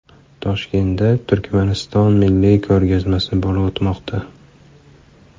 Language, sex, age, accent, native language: Uzbek, male, 25-34, Farg'ona, Uzbek